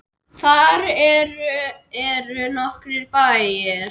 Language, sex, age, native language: Icelandic, male, 10, Icelandic